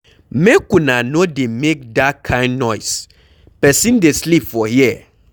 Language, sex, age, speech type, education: Nigerian Pidgin, male, 15-29, read, secondary